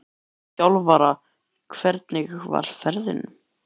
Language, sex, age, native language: Icelandic, male, 11, Icelandic